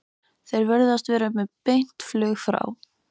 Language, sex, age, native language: Icelandic, female, 15, Icelandic